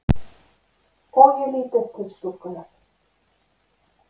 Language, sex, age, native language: Icelandic, female, 50-59, Icelandic